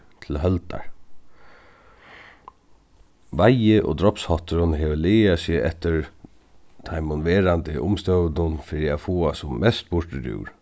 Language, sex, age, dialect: Faroese, male, 36-60, Suðuroy